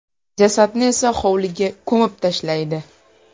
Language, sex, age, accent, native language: Uzbek, female, 18-24, Farg'ona, Uzbek